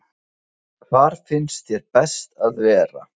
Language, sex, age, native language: Icelandic, male, 30-39, Icelandic